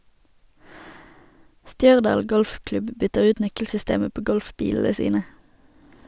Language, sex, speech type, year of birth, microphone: Norwegian, female, read, 1991, Sennheiser